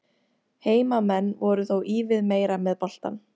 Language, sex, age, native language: Icelandic, female, 40-49, Icelandic